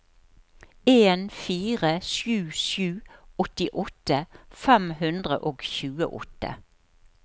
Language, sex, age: Norwegian, female, 63